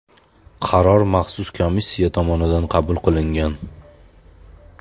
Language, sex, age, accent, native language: Uzbek, male, 25-34, Farg'ona, Uzbek